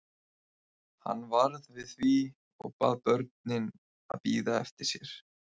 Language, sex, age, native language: Icelandic, male, 20-29, Icelandic